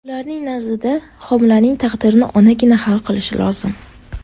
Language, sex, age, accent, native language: Uzbek, female, 18-24, Sirdaryo, Uzbek